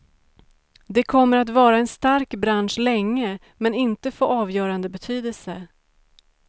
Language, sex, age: Swedish, female, 35